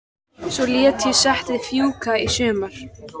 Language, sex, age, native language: Icelandic, female, 14, Icelandic